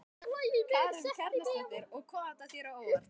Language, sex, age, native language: Icelandic, male, 12, Icelandic